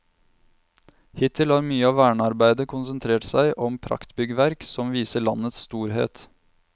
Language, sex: Norwegian, male